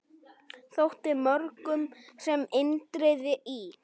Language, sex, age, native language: Icelandic, male, 9, Icelandic